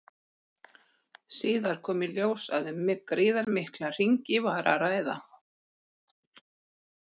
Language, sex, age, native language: Icelandic, female, 40-49, Icelandic